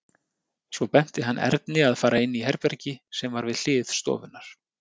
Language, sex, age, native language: Icelandic, male, 30-39, Icelandic